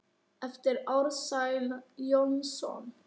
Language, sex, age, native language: Icelandic, male, 9, Icelandic